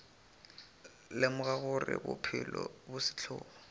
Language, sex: Northern Sotho, male